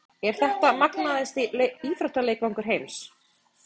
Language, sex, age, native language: Icelandic, female, 30-39, Icelandic